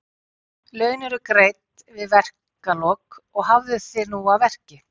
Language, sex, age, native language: Icelandic, female, 50-59, Icelandic